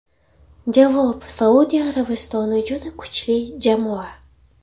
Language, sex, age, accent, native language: Uzbek, female, 18-24, Farg'ona, Uzbek